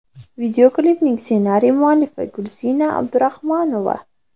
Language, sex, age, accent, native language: Uzbek, female, under 19, Andijon, Uzbek